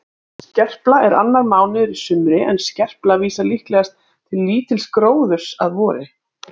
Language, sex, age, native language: Icelandic, female, 30-39, Icelandic